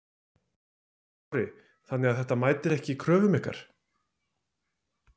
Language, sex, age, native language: Icelandic, male, 30-39, Icelandic